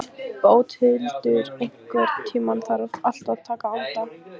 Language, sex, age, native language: Icelandic, female, 15, Icelandic